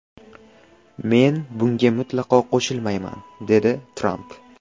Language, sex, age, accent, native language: Uzbek, male, 12-17, Qashqadaryo, Uzbek